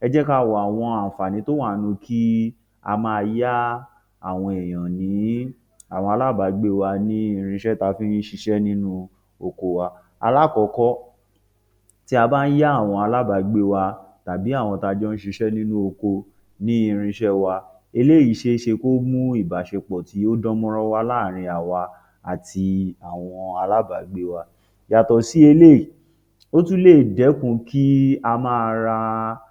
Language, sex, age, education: Yoruba, male, 30-45, tertiary